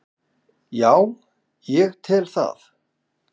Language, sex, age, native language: Icelandic, female, 30-39, Icelandic